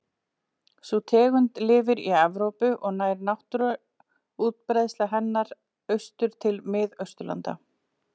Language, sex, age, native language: Icelandic, female, 40-49, Icelandic